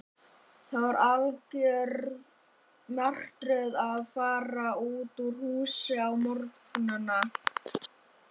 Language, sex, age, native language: Icelandic, female, 50-59, Icelandic